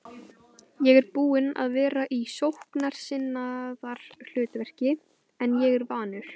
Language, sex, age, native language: Icelandic, female, 18-19, Icelandic